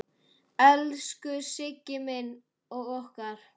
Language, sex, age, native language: Icelandic, female, 8, Icelandic